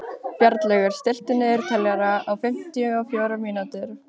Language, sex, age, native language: Icelandic, other, 12, Icelandic